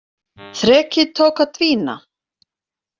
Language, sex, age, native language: Icelandic, female, 40-49, Icelandic